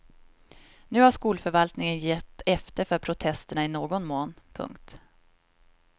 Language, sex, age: Swedish, female, 26